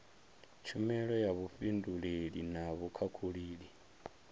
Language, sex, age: Venda, male, 23